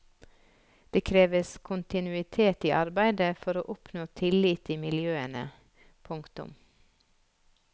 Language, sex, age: Norwegian, female, 46